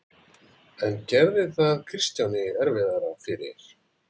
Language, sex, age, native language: Icelandic, male, 40-49, Icelandic